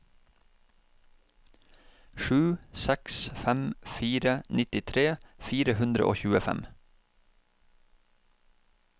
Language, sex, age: Norwegian, male, 31